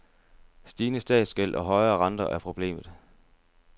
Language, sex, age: Danish, male, 30